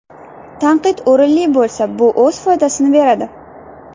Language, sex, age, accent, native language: Uzbek, female, under 19, Navoiy, Uzbek